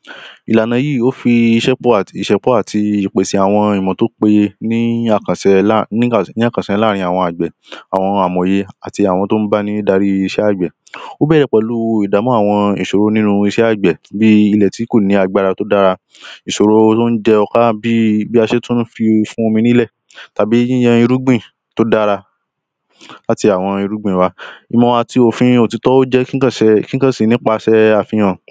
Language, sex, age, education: Yoruba, male, 15-29, primary